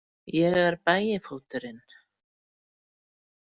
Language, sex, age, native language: Icelandic, female, 40-49, Icelandic